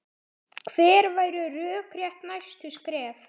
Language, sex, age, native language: Icelandic, male, 10, Icelandic